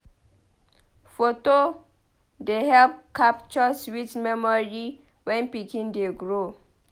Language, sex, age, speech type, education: Nigerian Pidgin, female, 15-29, read, tertiary